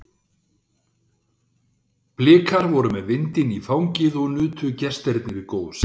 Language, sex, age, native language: Icelandic, male, 60-69, Icelandic